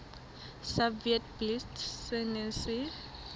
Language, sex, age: Southern Sotho, female, 21